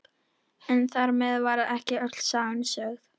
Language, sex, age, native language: Icelandic, female, 13, Icelandic